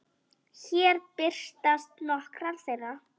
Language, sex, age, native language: Icelandic, female, 10, Icelandic